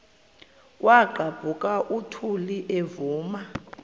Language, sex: Xhosa, female